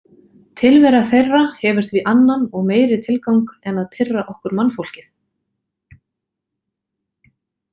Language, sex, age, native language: Icelandic, female, 40-49, Icelandic